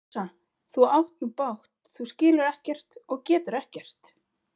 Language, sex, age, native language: Icelandic, female, 40-49, Icelandic